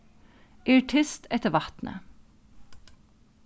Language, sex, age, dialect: Faroese, female, 36-60, Norðuroyggjar